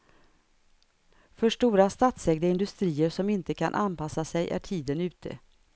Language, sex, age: Swedish, female, 59